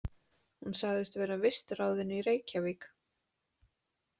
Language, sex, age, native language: Icelandic, female, 20-29, Icelandic